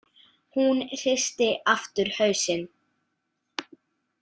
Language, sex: Icelandic, female